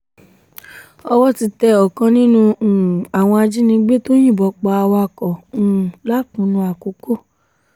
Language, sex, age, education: Yoruba, female, 15-29, tertiary